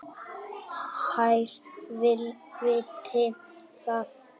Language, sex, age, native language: Icelandic, male, 7, Icelandic